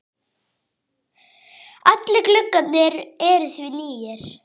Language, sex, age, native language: Icelandic, female, 10, Icelandic